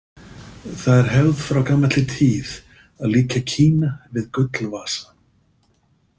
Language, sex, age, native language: Icelandic, male, 50-59, Icelandic